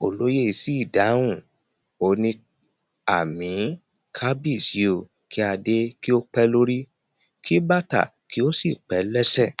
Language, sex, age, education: Yoruba, male, 30-45, primary